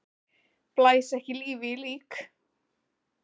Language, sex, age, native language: Icelandic, female, 20-29, Icelandic